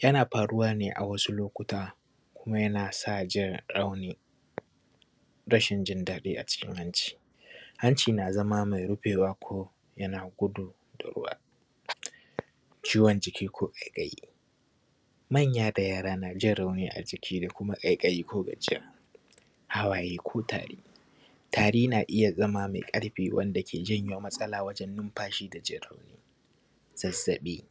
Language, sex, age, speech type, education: Hausa, male, 15-29, spontaneous, primary